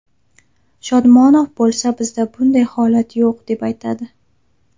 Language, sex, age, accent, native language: Uzbek, female, 19-29, Farg'ona, Uzbek